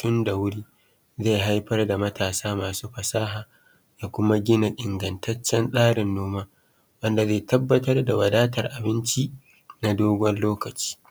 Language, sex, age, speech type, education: Hausa, male, 30-45, spontaneous, tertiary